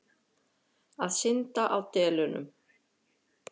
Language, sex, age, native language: Icelandic, female, 50-59, Icelandic